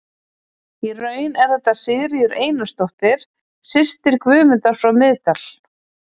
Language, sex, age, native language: Icelandic, female, 40-49, Icelandic